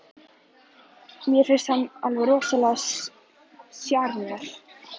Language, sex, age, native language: Icelandic, female, 11, Icelandic